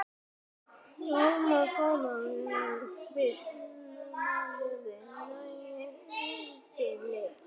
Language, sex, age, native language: Icelandic, female, 8, Icelandic